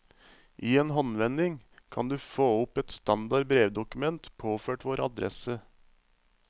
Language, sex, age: Norwegian, male, 35